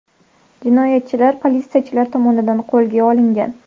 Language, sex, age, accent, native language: Uzbek, female, under 19, Sirdaryo, Uzbek